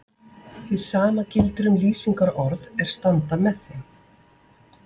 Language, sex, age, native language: Icelandic, female, 40-49, Icelandic